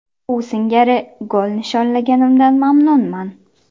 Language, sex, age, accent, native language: Uzbek, female, 19-29, Qashqadaryo, Uzbek